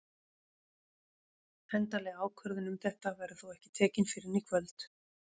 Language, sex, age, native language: Icelandic, female, 40-49, Icelandic